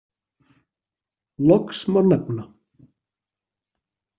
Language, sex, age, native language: Icelandic, male, 40-49, Icelandic